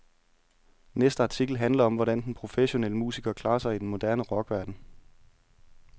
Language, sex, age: Danish, male, 31